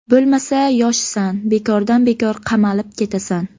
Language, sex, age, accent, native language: Uzbek, female, 25-34, Surxondaryo, Uzbek